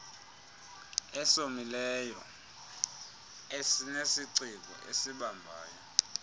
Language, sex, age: Xhosa, male, 30